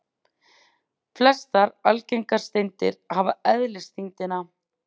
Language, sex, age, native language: Icelandic, female, 30-39, Icelandic